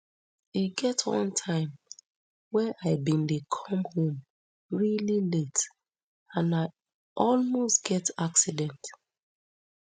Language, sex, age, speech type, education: Nigerian Pidgin, female, 30-45, spontaneous, tertiary